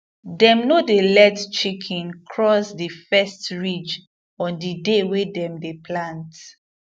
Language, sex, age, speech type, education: Nigerian Pidgin, female, 15-29, spontaneous, tertiary